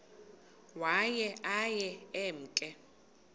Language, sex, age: Xhosa, female, 22